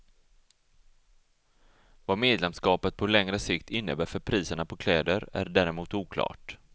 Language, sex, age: Swedish, male, 34